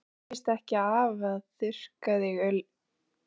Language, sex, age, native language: Icelandic, female, 20-29, Icelandic